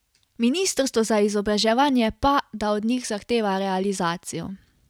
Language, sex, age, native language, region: Slovenian, female, 18-29, Slovenian, Carinthia region